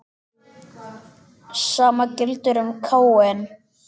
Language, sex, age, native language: Icelandic, male, 10, Icelandic